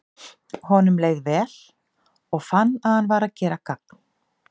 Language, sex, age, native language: Icelandic, female, 50-59, Icelandic